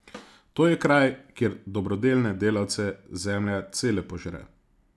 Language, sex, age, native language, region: Slovenian, male, 30-49, Slovenian, Zasavska region